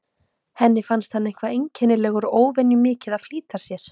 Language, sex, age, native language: Icelandic, female, 18-19, Icelandic